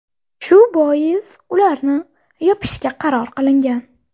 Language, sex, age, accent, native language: Uzbek, female, 18-24, Buxoro, Uzbek